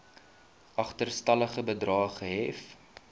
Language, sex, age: Afrikaans, male, 19